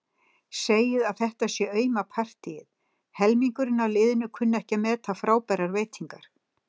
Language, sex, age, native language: Icelandic, female, 60-69, Icelandic